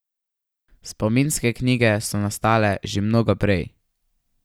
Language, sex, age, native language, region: Slovenian, male, 12-17, Slovenian, Savinja region